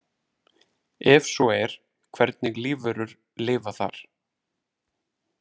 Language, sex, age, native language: Icelandic, male, 30-39, Icelandic